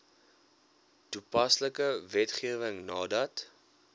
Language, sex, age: Afrikaans, male, 21